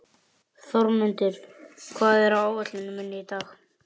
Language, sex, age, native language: Icelandic, male, 11, Icelandic